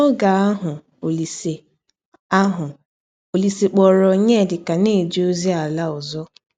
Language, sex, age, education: Igbo, female, 15-29, tertiary